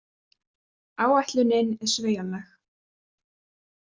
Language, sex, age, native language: Icelandic, female, 20-29, Icelandic